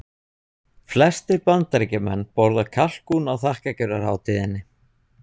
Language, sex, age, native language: Icelandic, male, 20-29, Icelandic